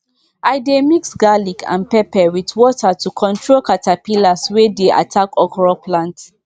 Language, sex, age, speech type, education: Nigerian Pidgin, female, 15-29, spontaneous, tertiary